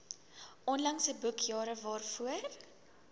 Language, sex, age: Afrikaans, female, 19